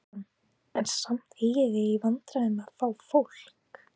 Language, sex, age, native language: Icelandic, female, 18-19, Icelandic